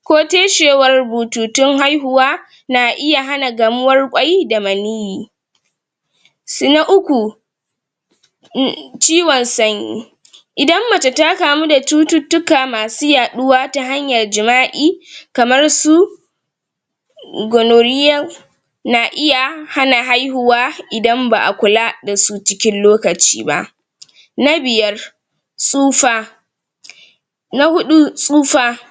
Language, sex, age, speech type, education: Hausa, female, 46-60, spontaneous, tertiary